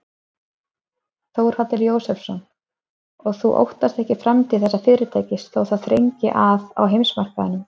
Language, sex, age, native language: Icelandic, female, 30-39, Icelandic